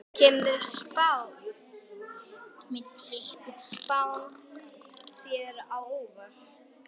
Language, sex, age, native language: Icelandic, female, 10, Icelandic